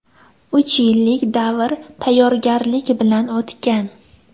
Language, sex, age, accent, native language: Uzbek, female, 18-24, Sirdaryo, Uzbek